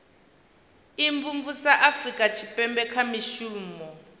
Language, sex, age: Venda, female, 19